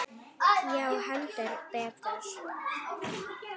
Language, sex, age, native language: Icelandic, female, 9, Icelandic